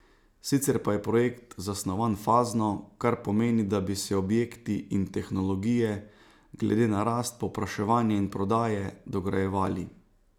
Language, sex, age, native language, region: Slovenian, male, 30-49, Slovenian, Savinja region